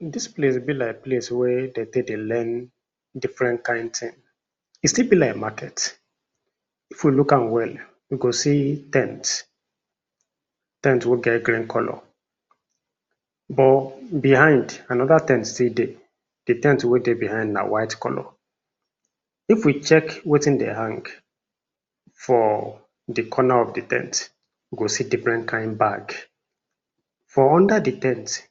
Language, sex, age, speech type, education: Nigerian Pidgin, male, 46-60, spontaneous, tertiary